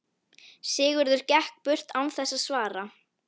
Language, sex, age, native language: Icelandic, female, 11, Icelandic